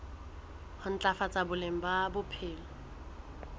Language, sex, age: Southern Sotho, female, 20